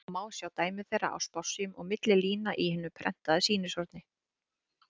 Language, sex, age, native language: Icelandic, female, 30-39, Icelandic